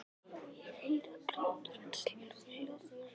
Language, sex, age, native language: Icelandic, female, 11, Icelandic